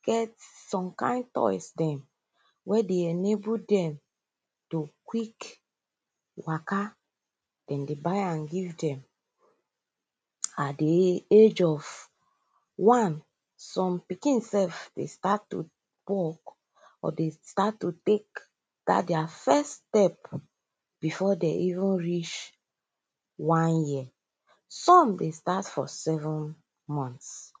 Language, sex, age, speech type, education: Nigerian Pidgin, female, 15-29, spontaneous, tertiary